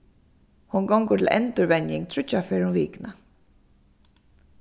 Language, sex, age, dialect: Faroese, female, 15-35, Suðurstreymoy